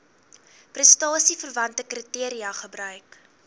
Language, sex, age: Afrikaans, female, 19